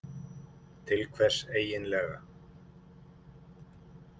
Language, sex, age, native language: Icelandic, male, 50-59, Icelandic